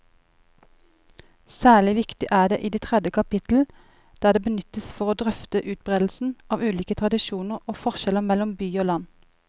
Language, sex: Norwegian, female